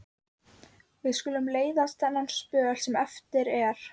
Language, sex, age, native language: Icelandic, female, 12, Icelandic